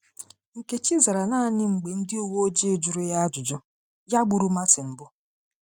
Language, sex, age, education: Igbo, female, 30-45, tertiary